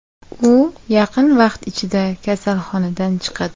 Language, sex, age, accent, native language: Uzbek, female, 25-34, Toshkent viloyati, Uzbek